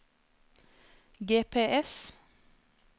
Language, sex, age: Norwegian, female, 26